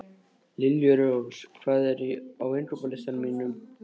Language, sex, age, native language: Icelandic, male, 13, Icelandic